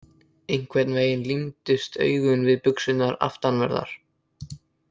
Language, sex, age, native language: Icelandic, male, 18-19, Icelandic